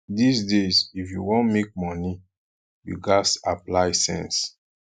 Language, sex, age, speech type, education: Nigerian Pidgin, male, 15-29, spontaneous, tertiary